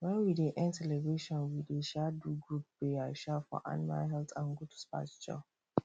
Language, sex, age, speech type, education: Nigerian Pidgin, female, 30-45, spontaneous, tertiary